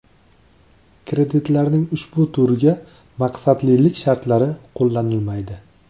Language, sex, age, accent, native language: Uzbek, male, 25-34, Andijon, Uzbek